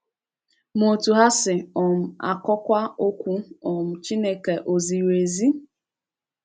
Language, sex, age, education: Igbo, female, 15-29, tertiary